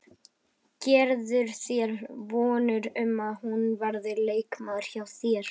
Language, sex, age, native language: Icelandic, male, 11, Icelandic